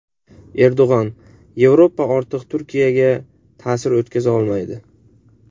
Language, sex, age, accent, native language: Uzbek, male, 18-24, Andijon, Uzbek